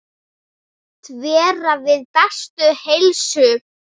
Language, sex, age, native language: Icelandic, female, 7, Icelandic